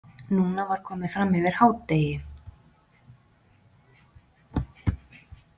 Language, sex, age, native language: Icelandic, female, 40-49, Icelandic